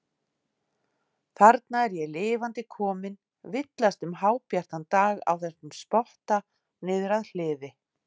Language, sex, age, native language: Icelandic, female, 50-59, Icelandic